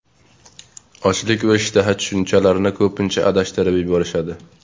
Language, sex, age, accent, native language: Uzbek, male, 18-24, Sirdaryo, Uzbek